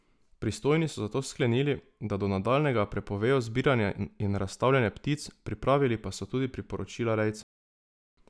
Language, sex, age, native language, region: Slovenian, male, 18-29, Slovenian, Drava region